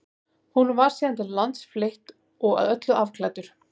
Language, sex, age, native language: Icelandic, female, 30-39, Icelandic